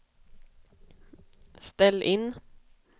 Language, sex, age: Swedish, female, 25